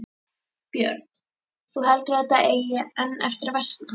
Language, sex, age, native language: Icelandic, female, 11, Icelandic